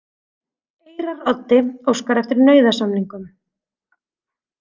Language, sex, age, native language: Icelandic, female, 30-39, Icelandic